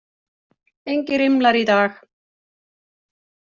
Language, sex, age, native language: Icelandic, female, 60-69, Icelandic